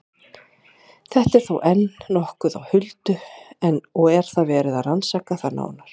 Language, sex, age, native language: Icelandic, female, 40-49, Icelandic